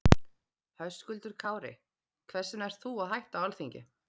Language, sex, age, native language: Icelandic, female, 30-39, Icelandic